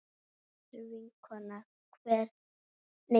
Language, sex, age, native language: Icelandic, female, 9, Icelandic